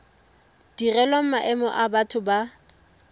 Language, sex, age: Tswana, female, 18